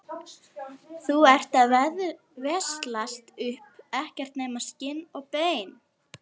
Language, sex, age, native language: Icelandic, female, 11, Icelandic